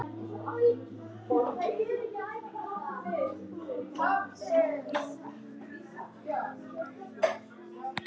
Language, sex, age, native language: Icelandic, male, 9, Icelandic